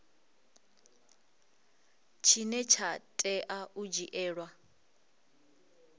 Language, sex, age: Venda, female, 20